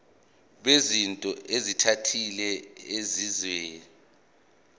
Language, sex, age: Zulu, male, 24